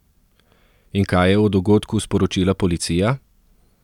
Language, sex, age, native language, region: Slovenian, male, 30-49, Slovenian, Southeast Slovenia